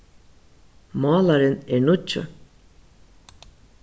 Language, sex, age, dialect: Faroese, female, 36-60, Suðurstreymoy